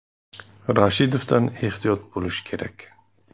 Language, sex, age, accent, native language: Uzbek, male, 40-49, Sirdaryo, Uzbek